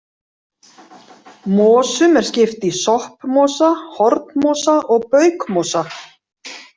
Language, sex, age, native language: Icelandic, female, 40-49, Icelandic